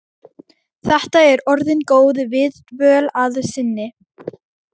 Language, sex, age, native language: Icelandic, female, 12, Icelandic